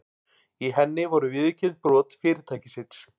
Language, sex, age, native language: Icelandic, male, 40-49, Icelandic